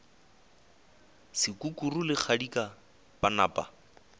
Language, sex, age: Northern Sotho, male, 20